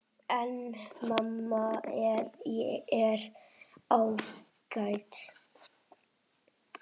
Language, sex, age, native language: Icelandic, male, 7, Icelandic